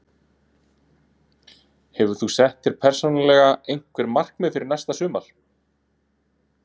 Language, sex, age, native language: Icelandic, male, 30-39, Icelandic